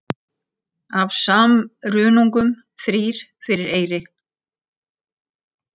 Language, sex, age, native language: Icelandic, female, 60-69, Icelandic